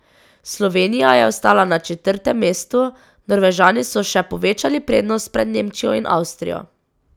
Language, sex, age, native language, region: Slovenian, female, 18-29, Slovenian, Drava region